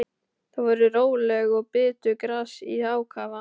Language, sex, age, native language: Icelandic, male, 12, Icelandic